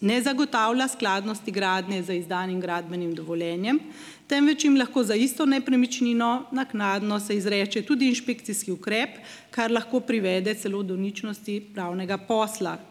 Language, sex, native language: Slovenian, female, Slovenian